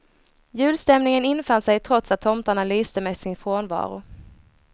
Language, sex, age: Swedish, female, 23